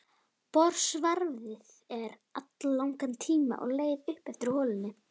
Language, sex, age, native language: Icelandic, female, 11, Icelandic